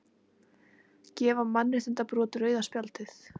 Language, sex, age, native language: Icelandic, female, 40-49, Icelandic